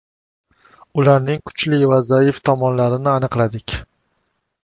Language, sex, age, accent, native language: Uzbek, male, 25-34, Toshkent shahri, Uzbek